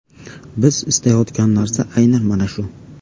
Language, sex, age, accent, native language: Uzbek, male, 18-24, Farg'ona, Uzbek